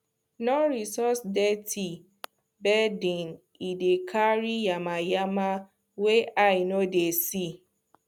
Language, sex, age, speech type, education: Nigerian Pidgin, female, 15-29, spontaneous, tertiary